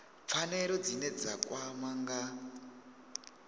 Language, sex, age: Venda, male, 22